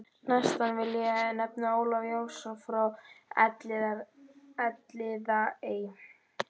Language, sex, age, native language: Icelandic, male, 12, Icelandic